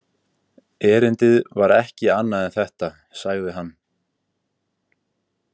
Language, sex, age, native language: Icelandic, male, 18-19, Icelandic